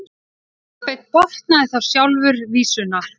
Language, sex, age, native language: Icelandic, female, 30-39, Icelandic